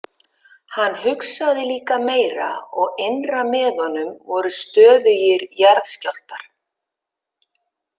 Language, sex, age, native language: Icelandic, female, 50-59, Icelandic